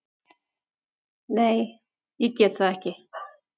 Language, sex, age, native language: Icelandic, female, 40-49, Icelandic